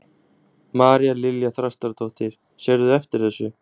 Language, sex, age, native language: Icelandic, male, 20-29, Icelandic